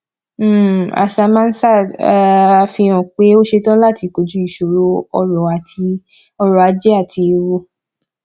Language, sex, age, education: Yoruba, female, 15-29, tertiary